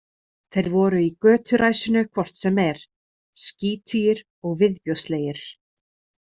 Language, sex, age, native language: Icelandic, female, 30-39, Icelandic